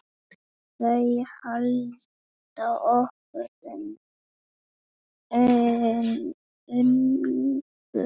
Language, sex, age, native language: Icelandic, female, 8, Icelandic